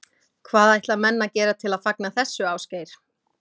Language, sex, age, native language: Icelandic, female, 20-29, Icelandic